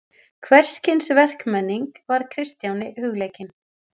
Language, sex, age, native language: Icelandic, female, 40-49, Icelandic